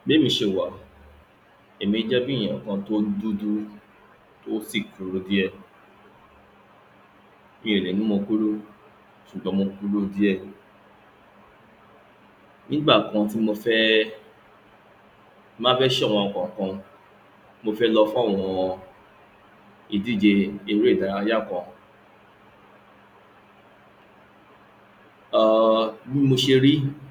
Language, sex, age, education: Yoruba, male, 60+, tertiary